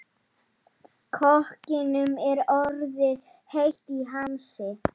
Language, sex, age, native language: Icelandic, male, 12, Polish